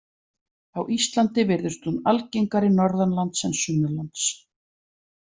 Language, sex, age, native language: Icelandic, female, 40-49, Icelandic